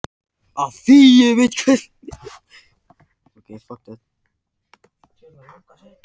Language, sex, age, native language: Icelandic, male, 14, Icelandic